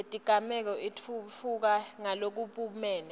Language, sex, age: Swati, female, 19